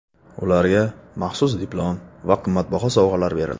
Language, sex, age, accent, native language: Uzbek, male, 25-34, Navoiy, Uzbek